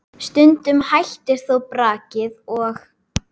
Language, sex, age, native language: Icelandic, female, 8, Icelandic